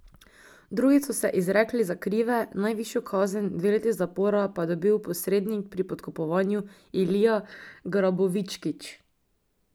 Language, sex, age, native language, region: Slovenian, female, 18-29, Slovenian, Drava region